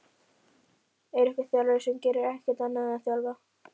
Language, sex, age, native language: Icelandic, female, 11, Icelandic